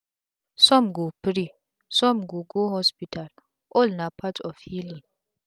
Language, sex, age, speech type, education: Nigerian Pidgin, female, 15-29, spontaneous, tertiary